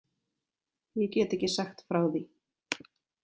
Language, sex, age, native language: Icelandic, female, 30-39, Icelandic